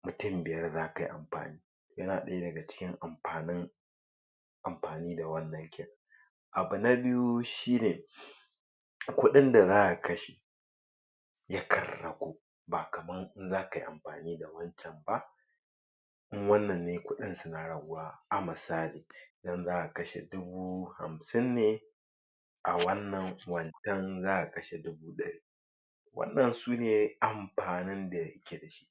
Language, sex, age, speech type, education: Hausa, male, 46-60, spontaneous, tertiary